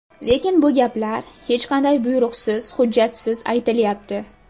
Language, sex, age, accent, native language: Uzbek, female, under 19, Farg'ona, Uzbek